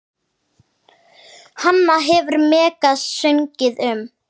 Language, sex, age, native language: Icelandic, female, 9, Icelandic